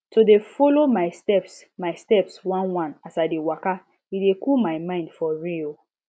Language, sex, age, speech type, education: Nigerian Pidgin, female, 15-29, spontaneous, tertiary